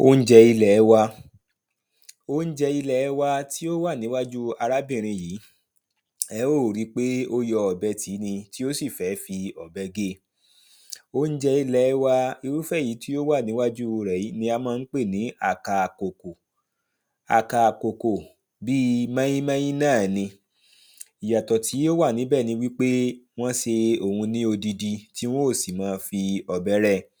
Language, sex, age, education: Yoruba, male, 30-45, primary